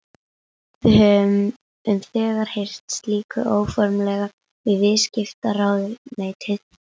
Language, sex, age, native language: Icelandic, female, 11, Icelandic